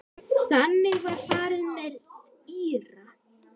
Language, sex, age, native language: Icelandic, female, 9, Icelandic